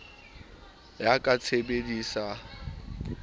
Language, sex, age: Southern Sotho, male, 19